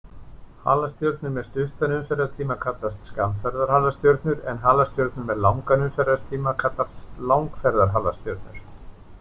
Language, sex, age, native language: Icelandic, male, 50-59, Icelandic